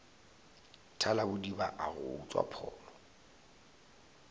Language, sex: Northern Sotho, male